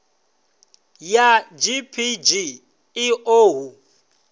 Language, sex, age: Venda, male, 26